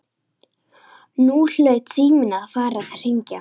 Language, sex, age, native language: Icelandic, female, 14, Icelandic